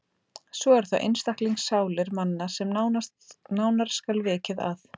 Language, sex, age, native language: Icelandic, female, 30-39, Icelandic